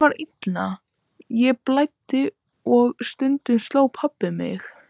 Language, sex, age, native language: Icelandic, female, 13, Icelandic